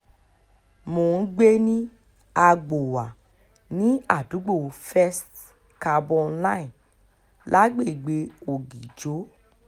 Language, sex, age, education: Yoruba, female, 15-29, tertiary